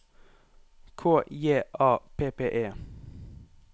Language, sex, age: Norwegian, male, 18